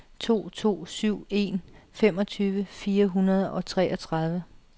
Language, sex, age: Danish, female, 37